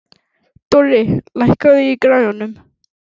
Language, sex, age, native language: Icelandic, female, 11, Icelandic